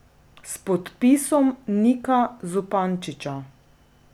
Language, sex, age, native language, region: Slovenian, female, 30-49, Slovenian, Drava region